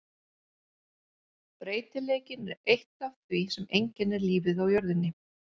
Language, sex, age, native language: Icelandic, female, 50-59, Icelandic